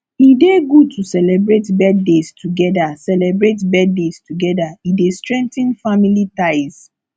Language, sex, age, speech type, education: Nigerian Pidgin, female, 15-29, spontaneous, tertiary